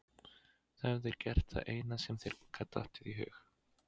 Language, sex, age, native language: Icelandic, male, 20-29, Icelandic